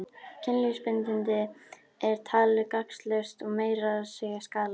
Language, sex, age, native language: Icelandic, female, 12, Icelandic